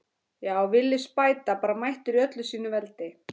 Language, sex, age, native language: Icelandic, female, 13, Icelandic